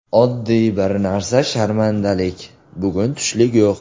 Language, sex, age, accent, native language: Uzbek, male, 18-24, Surxondaryo, Uzbek